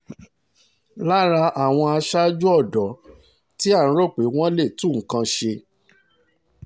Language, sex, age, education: Yoruba, male, 30-45, tertiary